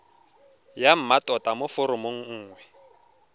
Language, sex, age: Tswana, male, 23